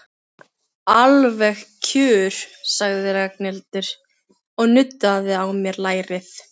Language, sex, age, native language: Icelandic, female, 15, Filipino